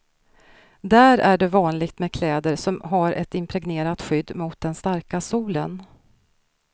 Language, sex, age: Swedish, female, 46